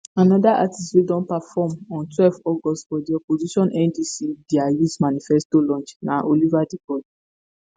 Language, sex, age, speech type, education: Nigerian Pidgin, female, 15-29, spontaneous, tertiary